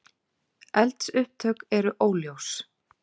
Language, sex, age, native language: Icelandic, female, 40-49, Icelandic